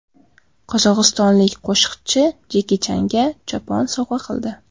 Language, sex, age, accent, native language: Uzbek, female, 18-24, Qashqadaryo, Uzbek